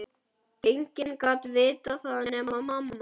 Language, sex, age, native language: Icelandic, male, 11, Icelandic